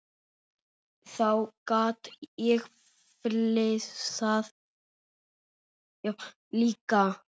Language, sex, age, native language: Icelandic, male, 7, Icelandic